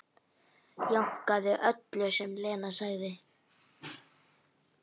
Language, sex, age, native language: Icelandic, female, 9, Icelandic